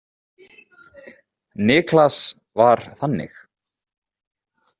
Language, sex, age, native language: Icelandic, male, 30-39, Icelandic